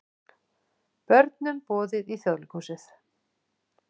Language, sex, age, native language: Icelandic, female, 40-49, Icelandic